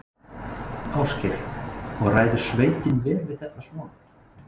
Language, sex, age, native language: Icelandic, male, 20-29, Icelandic